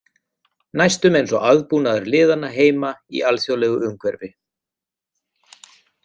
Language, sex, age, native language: Icelandic, male, 40-49, Icelandic